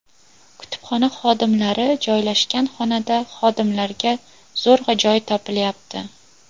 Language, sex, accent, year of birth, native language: Uzbek, female, Toshkent viloyati, 2000, Uzbek